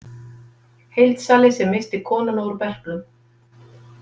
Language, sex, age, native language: Icelandic, female, 50-59, Icelandic